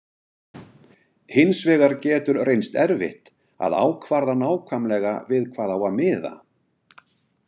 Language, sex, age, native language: Icelandic, male, 60-69, Icelandic